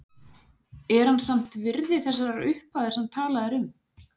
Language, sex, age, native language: Icelandic, female, 40-49, Icelandic